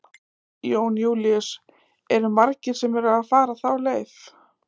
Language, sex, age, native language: Icelandic, female, 20-29, Icelandic